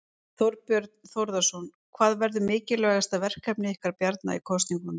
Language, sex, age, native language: Icelandic, female, 50-59, Icelandic